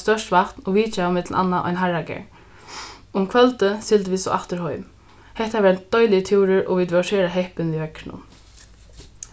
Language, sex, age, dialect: Faroese, female, 15-35, Norðuroyggjar